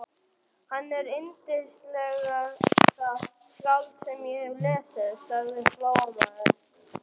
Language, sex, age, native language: Icelandic, male, 11, Icelandic